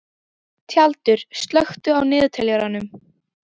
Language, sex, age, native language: Icelandic, female, 12, Icelandic